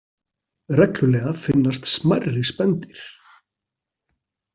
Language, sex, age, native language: Icelandic, male, 40-49, Icelandic